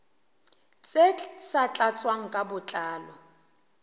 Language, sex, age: Southern Sotho, female, 23